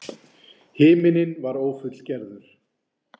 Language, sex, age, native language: Icelandic, male, 40-49, Icelandic